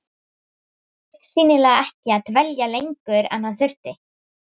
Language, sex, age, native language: Icelandic, female, 18-19, Icelandic